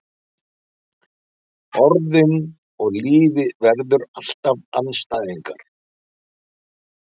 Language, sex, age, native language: Icelandic, male, 60-69, Icelandic